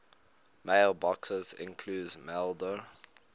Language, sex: English, male